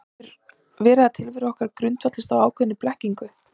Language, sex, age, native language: Icelandic, female, 30-39, Icelandic